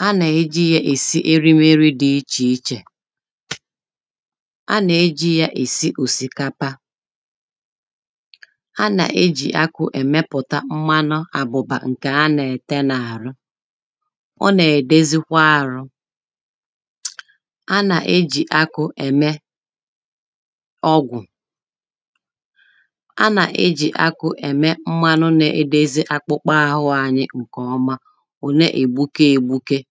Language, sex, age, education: Igbo, female, 30-45, tertiary